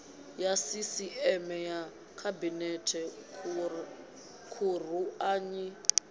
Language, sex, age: Venda, female, 22